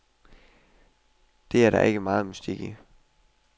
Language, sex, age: Danish, male, 21